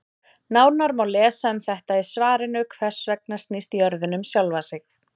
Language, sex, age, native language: Icelandic, female, 40-49, Icelandic